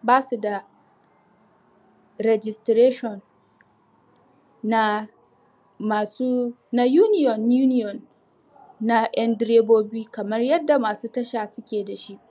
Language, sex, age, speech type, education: Hausa, female, 15-29, spontaneous, tertiary